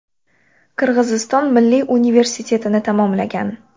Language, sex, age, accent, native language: Uzbek, female, 12-17, Xorazm, Uzbek